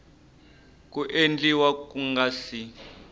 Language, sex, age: Tsonga, male, 25